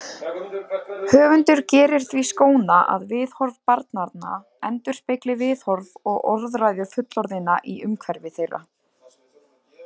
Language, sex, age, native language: Icelandic, female, 20-29, Icelandic